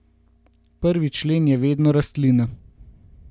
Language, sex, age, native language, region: Slovenian, male, 18-29, Slovenian, Gorenjska region